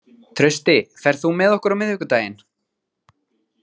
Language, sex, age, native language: Icelandic, male, 30-39, Icelandic